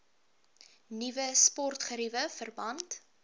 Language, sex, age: Afrikaans, female, 23